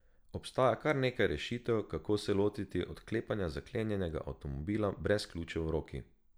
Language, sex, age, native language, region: Slovenian, male, 18-29, Slovenian, Drava region